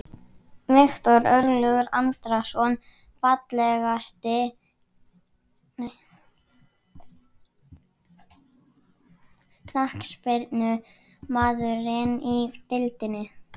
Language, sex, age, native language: Icelandic, male, 11, Icelandic